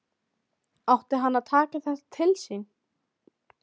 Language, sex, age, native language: Icelandic, female, 13, Icelandic